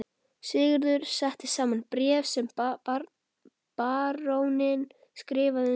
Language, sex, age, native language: Icelandic, male, 11, Icelandic